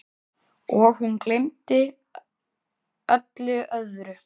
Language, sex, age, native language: Icelandic, male, 10, Icelandic